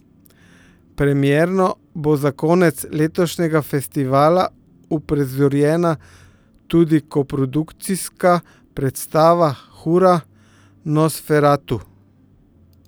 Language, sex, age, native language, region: Slovenian, male, 50-59, Slovenian, Central Slovenia